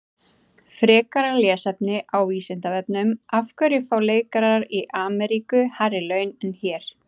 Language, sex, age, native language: Icelandic, female, 18-19, Icelandic